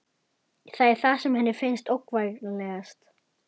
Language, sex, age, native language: Icelandic, male, 11, Icelandic